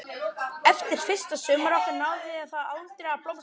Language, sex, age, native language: Icelandic, male, 12, Icelandic